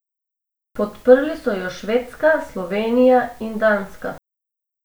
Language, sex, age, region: Slovenian, female, 18-29, Abroad